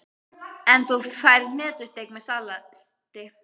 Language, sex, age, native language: Icelandic, female, 12, Icelandic